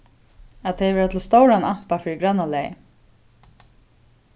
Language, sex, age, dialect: Faroese, female, 36-60, Suðurstreymoy